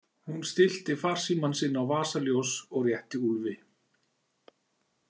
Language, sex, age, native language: Icelandic, male, 40-49, Icelandic